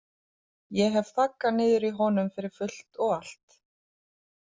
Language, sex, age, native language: Icelandic, female, 30-39, Icelandic